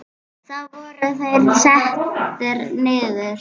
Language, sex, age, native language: Icelandic, female, 9, Icelandic